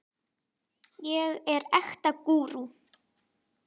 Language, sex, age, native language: Icelandic, female, 10, Icelandic